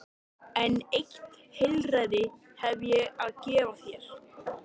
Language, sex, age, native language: Icelandic, male, 13, Icelandic